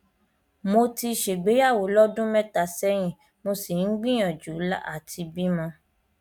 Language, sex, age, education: Yoruba, female, 15-29, primary